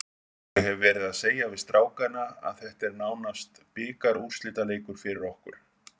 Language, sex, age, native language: Icelandic, male, 50-59, Icelandic